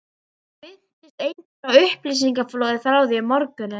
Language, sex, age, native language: Icelandic, female, 12, Icelandic